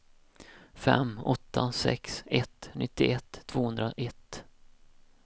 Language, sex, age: Swedish, male, 31